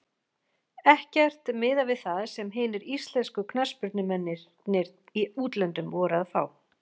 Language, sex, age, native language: Icelandic, female, 40-49, Icelandic